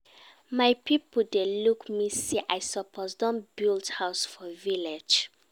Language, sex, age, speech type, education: Nigerian Pidgin, female, 15-29, read, secondary